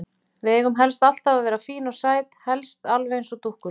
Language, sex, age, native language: Icelandic, female, 40-49, Icelandic